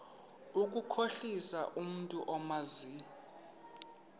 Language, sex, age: Xhosa, male, 31